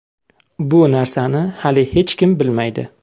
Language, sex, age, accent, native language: Uzbek, male, 25-34, Samarqand, Uzbek